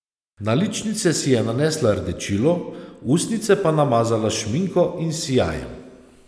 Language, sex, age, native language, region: Slovenian, male, 30-49, Slovenian, Savinja region